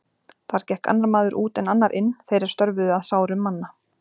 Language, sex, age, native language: Icelandic, female, 40-49, Icelandic